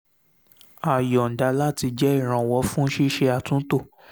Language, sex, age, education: Yoruba, male, 15-29, secondary